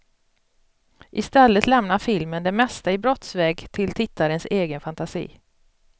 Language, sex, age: Swedish, female, 42